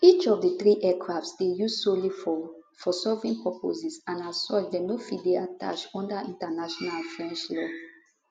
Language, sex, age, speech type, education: Nigerian Pidgin, female, 15-29, spontaneous, tertiary